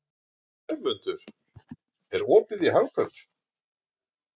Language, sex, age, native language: Icelandic, male, 40-49, Icelandic